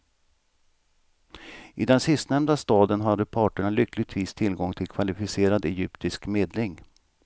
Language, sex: Swedish, male